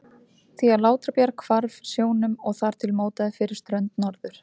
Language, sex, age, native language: Icelandic, female, 30-39, Icelandic